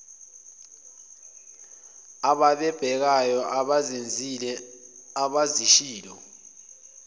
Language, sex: Zulu, male